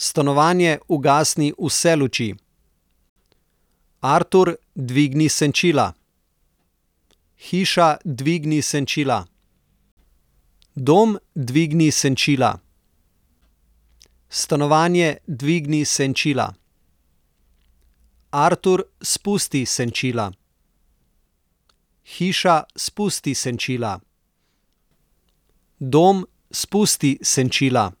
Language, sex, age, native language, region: Slovenian, male, 30-49, Slovenian, Southeast Slovenia